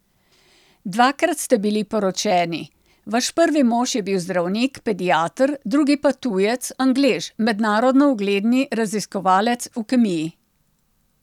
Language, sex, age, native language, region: Slovenian, female, 60+, Slovenian, Central Slovenia